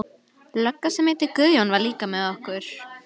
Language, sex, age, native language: Icelandic, female, 11, Icelandic